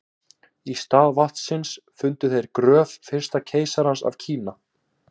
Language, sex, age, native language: Icelandic, male, 18-19, Icelandic